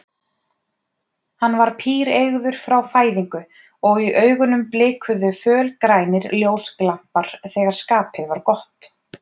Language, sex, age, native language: Icelandic, female, 30-39, Icelandic